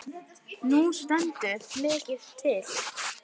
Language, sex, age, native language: Icelandic, male, 9, Icelandic